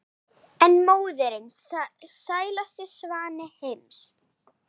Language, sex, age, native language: Icelandic, female, 8, Icelandic